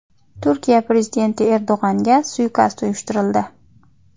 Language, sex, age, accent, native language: Uzbek, female, 25-34, Xorazm, Uzbek